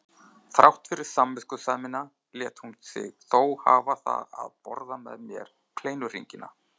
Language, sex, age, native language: Icelandic, male, 30-39, Icelandic